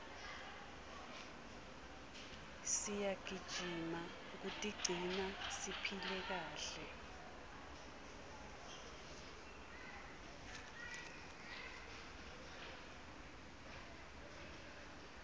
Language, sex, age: Swati, female, 22